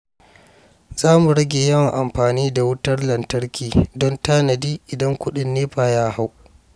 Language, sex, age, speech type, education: Hausa, male, 15-29, read, primary